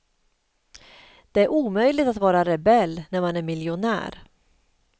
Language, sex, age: Swedish, female, 38